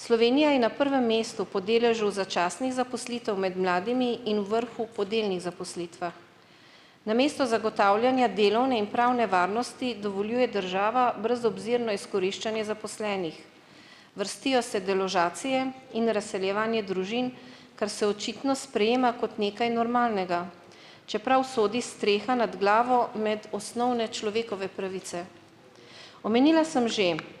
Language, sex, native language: Slovenian, female, Slovenian